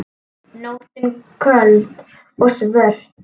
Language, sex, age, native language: Icelandic, female, 10, Icelandic